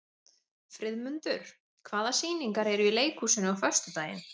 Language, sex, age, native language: Icelandic, female, 30-39, Icelandic